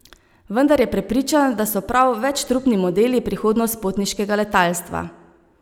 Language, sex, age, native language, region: Slovenian, female, 30-49, Slovenian, Savinja region